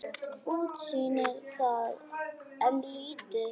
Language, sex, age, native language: Icelandic, other, 10, Icelandic